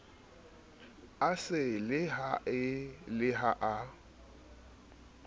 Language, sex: Southern Sotho, male